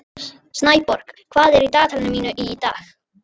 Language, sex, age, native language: Icelandic, female, 11, Icelandic